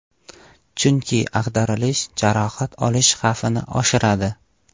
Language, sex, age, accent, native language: Uzbek, male, 18-24, Qashqadaryo, Uzbek